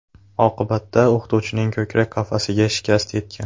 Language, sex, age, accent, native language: Uzbek, male, 12-17, Andijon, Uzbek